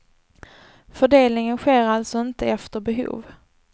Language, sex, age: Swedish, female, 24